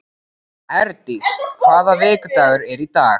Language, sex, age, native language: Icelandic, male, 14, Icelandic